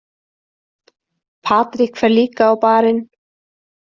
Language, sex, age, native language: Icelandic, female, 30-39, Icelandic